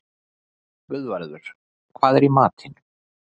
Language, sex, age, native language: Icelandic, male, 40-49, Icelandic